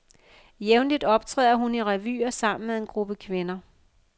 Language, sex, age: Danish, female, 50